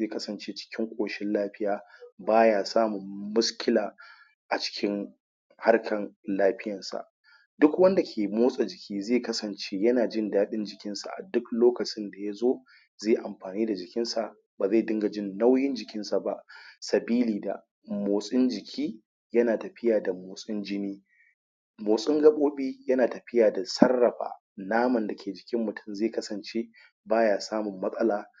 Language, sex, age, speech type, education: Hausa, male, 30-45, spontaneous, tertiary